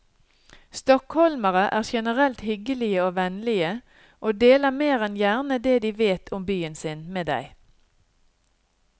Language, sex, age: Norwegian, female, 50